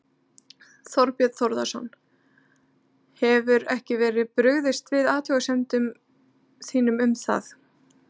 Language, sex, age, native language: Icelandic, female, 30-39, Icelandic